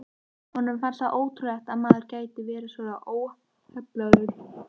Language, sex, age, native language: Icelandic, female, 14, Icelandic